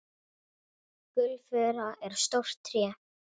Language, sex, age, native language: Icelandic, female, 10, Icelandic